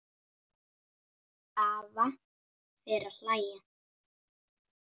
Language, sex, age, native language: Icelandic, female, 9, Icelandic